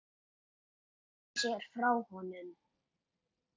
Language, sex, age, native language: Icelandic, male, 8, Icelandic